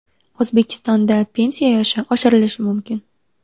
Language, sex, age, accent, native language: Uzbek, female, 18-24, Sirdaryo, Uzbek